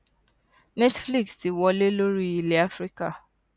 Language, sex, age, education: Yoruba, female, 15-29, tertiary